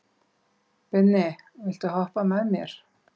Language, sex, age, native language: Icelandic, female, 50-59, Icelandic